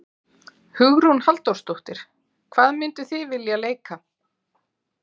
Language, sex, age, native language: Icelandic, female, 40-49, Icelandic